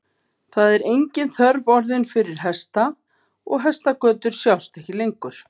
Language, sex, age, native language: Icelandic, female, 50-59, Icelandic